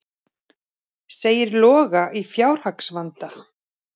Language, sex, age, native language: Icelandic, male, 30-39, Icelandic